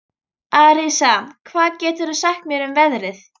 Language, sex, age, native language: Icelandic, female, 13, Icelandic